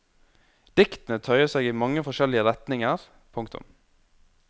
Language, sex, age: Norwegian, male, 21